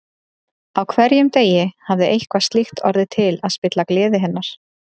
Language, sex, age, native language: Icelandic, female, 30-39, Icelandic